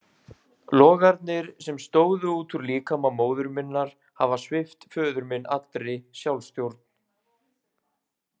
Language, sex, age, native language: Icelandic, male, 20-29, Icelandic